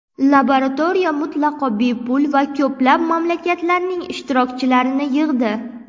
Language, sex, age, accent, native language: Uzbek, female, 18-24, Navoiy, Uzbek